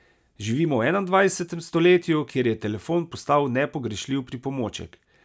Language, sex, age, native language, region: Slovenian, male, 30-49, Slovenian, Savinja region